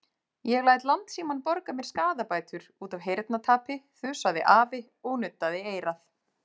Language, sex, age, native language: Icelandic, female, 30-39, Icelandic